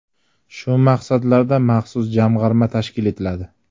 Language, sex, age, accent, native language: Uzbek, male, 25-34, Jizzax, Uzbek